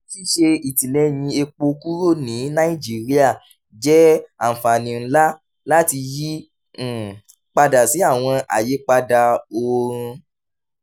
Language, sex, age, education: Yoruba, male, 15-29, tertiary